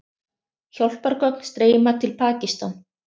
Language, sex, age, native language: Icelandic, other, 30-39, Icelandic